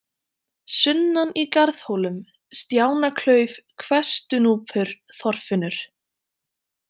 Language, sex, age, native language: Icelandic, female, 20-29, Icelandic